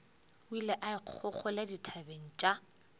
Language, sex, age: Northern Sotho, female, 22